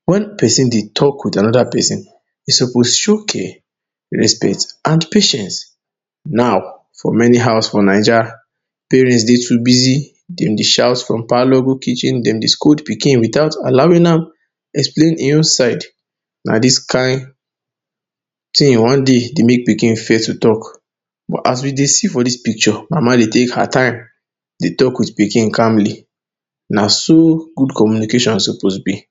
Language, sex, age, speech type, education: Nigerian Pidgin, male, 30-45, spontaneous, tertiary